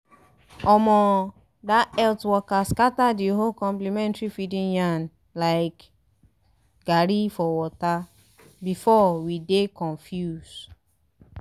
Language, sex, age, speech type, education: Nigerian Pidgin, female, 15-29, spontaneous, tertiary